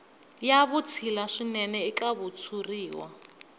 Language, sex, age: Tsonga, female, 20